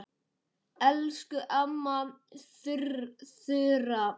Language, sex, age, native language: Icelandic, female, 8, Icelandic